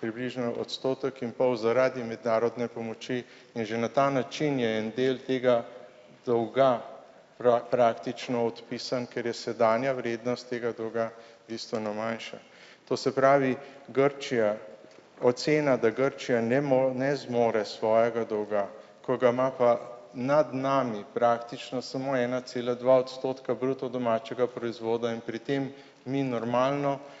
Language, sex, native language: Slovenian, male, Slovenian